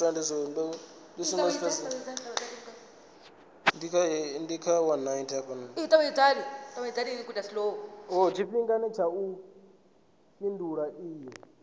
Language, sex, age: Venda, male, 19